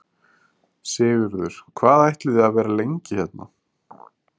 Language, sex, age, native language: Icelandic, male, 30-39, Icelandic